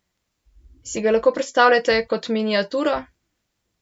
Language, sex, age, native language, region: Slovenian, male, 12-17, Slovenian, Central Slovenia